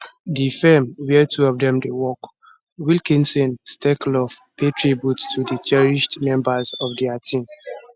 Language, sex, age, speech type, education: Nigerian Pidgin, male, 15-29, spontaneous, tertiary